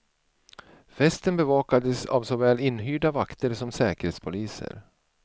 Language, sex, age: Swedish, male, 47